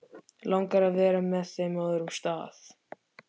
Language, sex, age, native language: Icelandic, male, 13, Icelandic